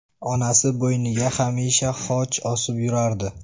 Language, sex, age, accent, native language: Uzbek, male, 18-24, Buxoro, Uzbek